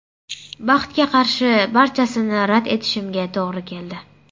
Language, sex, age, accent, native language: Uzbek, female, under 19, Surxondaryo, Uzbek